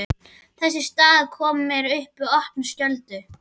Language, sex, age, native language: Icelandic, female, 12, Icelandic